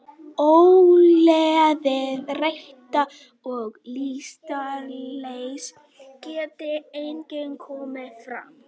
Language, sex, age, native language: Icelandic, female, 18-19, Icelandic